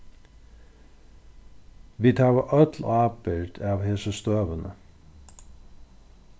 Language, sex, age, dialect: Faroese, male, 36-60, Norðurstreymoy/Eysturoy